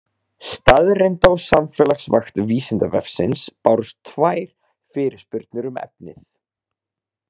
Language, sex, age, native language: Icelandic, male, 30-39, Icelandic